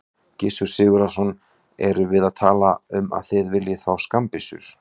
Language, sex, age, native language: Icelandic, male, 40-49, Icelandic